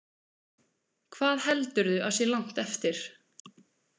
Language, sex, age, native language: Icelandic, female, 20-29, Icelandic